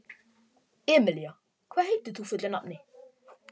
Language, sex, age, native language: Icelandic, male, 18-19, Icelandic